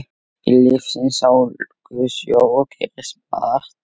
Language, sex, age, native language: Icelandic, male, 8, Icelandic